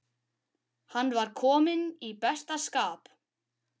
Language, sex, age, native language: Icelandic, male, 12, Icelandic